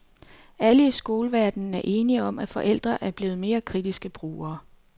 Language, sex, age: Danish, female, 39